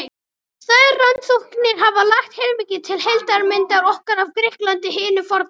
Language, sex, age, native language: Icelandic, male, 18-19, Icelandic